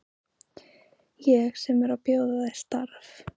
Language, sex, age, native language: Icelandic, female, 15, Icelandic